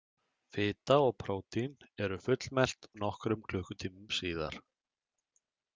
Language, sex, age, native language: Icelandic, male, 30-39, Icelandic